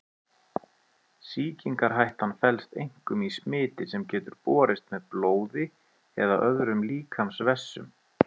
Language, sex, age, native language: Icelandic, male, 30-39, Icelandic